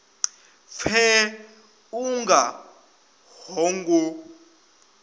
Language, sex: Venda, male